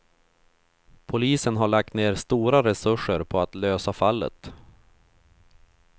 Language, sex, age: Swedish, male, 31